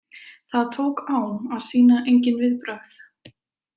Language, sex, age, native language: Icelandic, female, 20-29, Icelandic